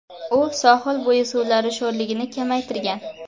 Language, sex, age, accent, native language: Uzbek, female, 12-17, Toshkent shahri, Uzbek